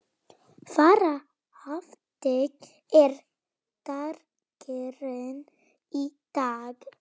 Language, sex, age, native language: Icelandic, male, 30-39, Polish